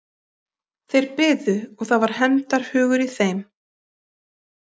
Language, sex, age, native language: Icelandic, female, 40-49, Icelandic